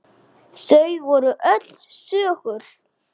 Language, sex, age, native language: Icelandic, male, 8, Icelandic